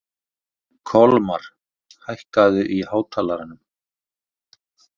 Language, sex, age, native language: Icelandic, male, 50-59, Icelandic